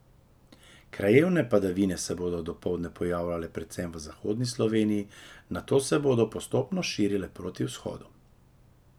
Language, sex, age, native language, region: Slovenian, male, 30-49, Slovenian, Drava region